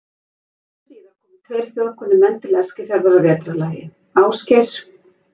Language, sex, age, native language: Icelandic, female, 50-59, Icelandic